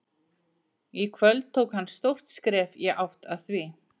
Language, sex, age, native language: Icelandic, female, 40-49, Icelandic